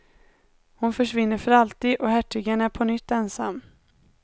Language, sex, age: Swedish, female, 19